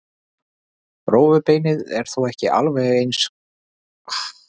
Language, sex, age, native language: Icelandic, male, 40-49, Icelandic